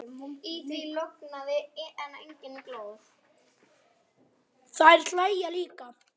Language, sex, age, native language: Icelandic, other, 10, Icelandic